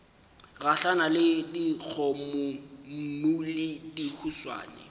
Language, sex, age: Northern Sotho, male, 18